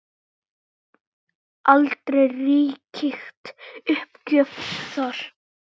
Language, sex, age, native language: Icelandic, male, 9, Icelandic